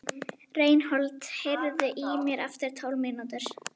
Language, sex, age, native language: Icelandic, female, 11, Icelandic